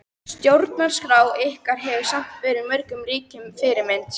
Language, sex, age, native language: Icelandic, female, 13, Icelandic